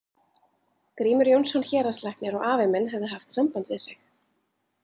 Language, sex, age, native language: Icelandic, female, 30-39, Icelandic